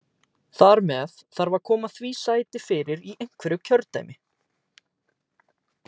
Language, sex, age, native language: Icelandic, male, 18-19, Icelandic